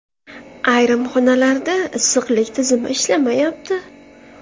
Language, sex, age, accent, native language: Uzbek, female, 18-24, Navoiy, Uzbek